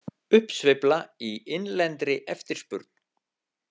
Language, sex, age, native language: Icelandic, male, 50-59, Icelandic